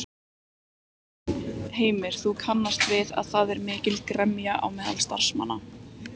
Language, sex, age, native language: Icelandic, female, 18-19, Icelandic